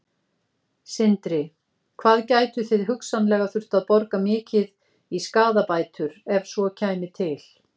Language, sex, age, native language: Icelandic, female, 50-59, Icelandic